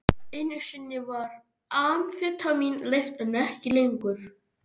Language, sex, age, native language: Icelandic, male, 13, Icelandic